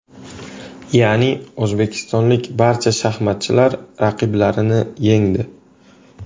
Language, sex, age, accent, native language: Uzbek, male, 18-24, Samarqand, Uzbek